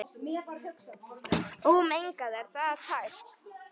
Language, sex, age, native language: Icelandic, male, 9, Icelandic